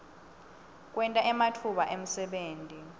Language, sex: Swati, female